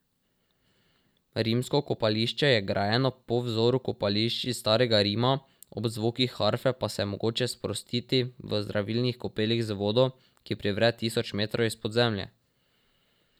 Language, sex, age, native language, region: Slovenian, male, 12-17, Slovenian, Drava region